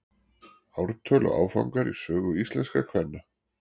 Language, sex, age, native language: Icelandic, male, 40-49, Icelandic